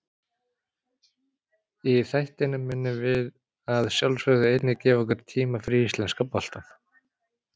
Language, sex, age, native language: Icelandic, male, 40-49, Icelandic